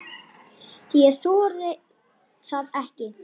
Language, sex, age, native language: Icelandic, female, 10, Icelandic